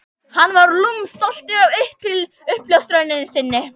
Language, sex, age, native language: Icelandic, female, 11, Icelandic